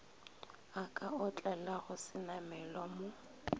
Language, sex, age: Northern Sotho, female, 22